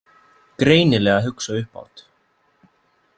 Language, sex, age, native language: Icelandic, male, 20-29, Icelandic